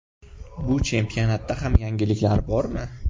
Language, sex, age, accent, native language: Uzbek, male, under 19, Toshkent shahri, Uzbek